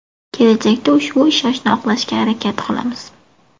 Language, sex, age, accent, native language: Uzbek, female, 18-24, Buxoro, Uzbek